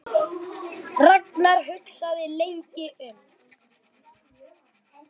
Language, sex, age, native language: Icelandic, male, 8, Icelandic